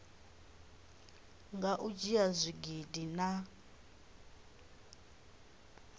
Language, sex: Venda, female